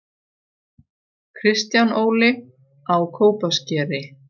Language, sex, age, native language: Icelandic, female, 40-49, Icelandic